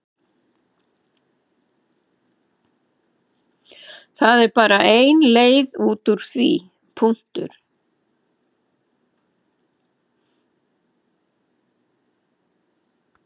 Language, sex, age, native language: Icelandic, female, 70-79, Icelandic